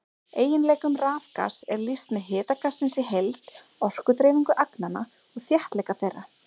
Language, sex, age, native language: Icelandic, female, 30-39, Icelandic